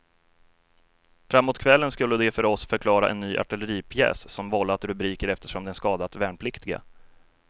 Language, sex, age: Swedish, male, 33